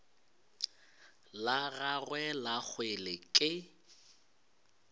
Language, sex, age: Northern Sotho, male, 22